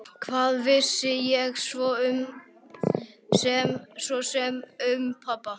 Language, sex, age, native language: Icelandic, male, 11, Icelandic